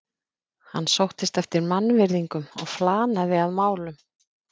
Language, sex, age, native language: Icelandic, female, 50-59, Icelandic